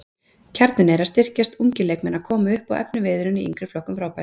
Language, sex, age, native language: Icelandic, female, 30-39, Icelandic